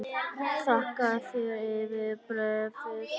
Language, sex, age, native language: Icelandic, female, 9, Icelandic